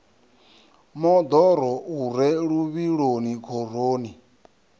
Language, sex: Venda, male